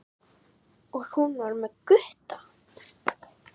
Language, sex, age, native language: Icelandic, female, 10, Icelandic